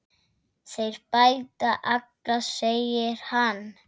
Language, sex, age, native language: Icelandic, female, 7, Icelandic